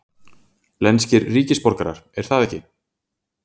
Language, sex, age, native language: Icelandic, male, 40-49, Icelandic